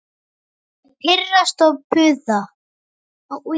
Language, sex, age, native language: Icelandic, male, 9, Icelandic